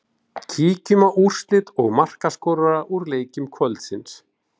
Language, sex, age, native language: Icelandic, male, 40-49, Icelandic